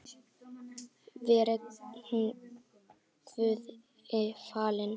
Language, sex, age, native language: Icelandic, female, 10, Icelandic